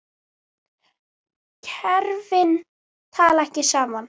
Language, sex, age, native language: Icelandic, male, 10, Icelandic